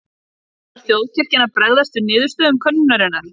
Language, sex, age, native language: Icelandic, female, 30-39, Icelandic